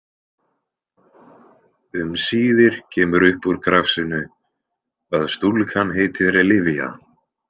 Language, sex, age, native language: Icelandic, male, 20-29, Icelandic